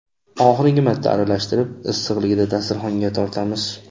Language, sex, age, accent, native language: Uzbek, male, 25-34, Andijon, Uzbek